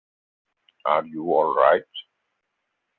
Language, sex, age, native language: Icelandic, male, 50-59, Icelandic